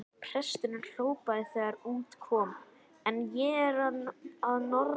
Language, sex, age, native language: Icelandic, male, 11, Icelandic